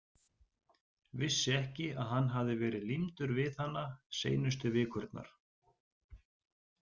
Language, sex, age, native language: Icelandic, male, 40-49, Icelandic